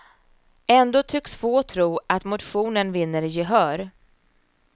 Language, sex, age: Swedish, female, 34